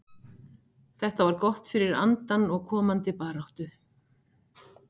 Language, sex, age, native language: Icelandic, female, 60-69, Icelandic